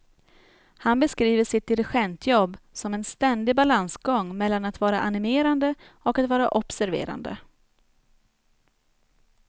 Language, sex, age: Swedish, female, 29